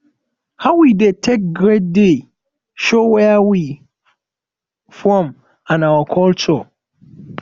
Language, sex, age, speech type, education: Nigerian Pidgin, male, 15-29, spontaneous, tertiary